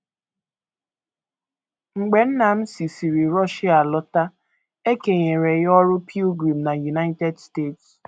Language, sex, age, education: Igbo, female, 15-29, tertiary